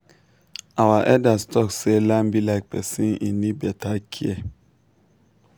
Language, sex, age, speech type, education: Nigerian Pidgin, male, 15-29, spontaneous, tertiary